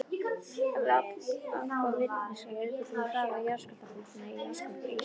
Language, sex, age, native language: Icelandic, female, 11, Icelandic